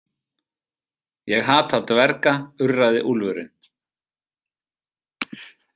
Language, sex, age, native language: Icelandic, male, 40-49, Icelandic